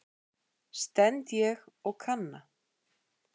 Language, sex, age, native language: Icelandic, female, 8, Icelandic